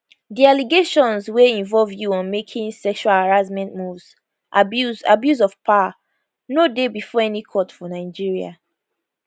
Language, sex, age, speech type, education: Nigerian Pidgin, female, 15-29, spontaneous, tertiary